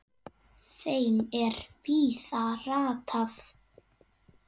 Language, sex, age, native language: Icelandic, female, 8, Icelandic